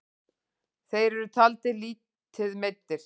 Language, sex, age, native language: Icelandic, female, 40-49, Icelandic